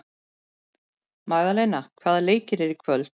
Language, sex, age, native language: Icelandic, female, 40-49, Icelandic